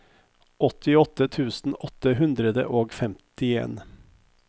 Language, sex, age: Norwegian, male, 50